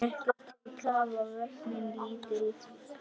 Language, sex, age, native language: Icelandic, male, 10, Icelandic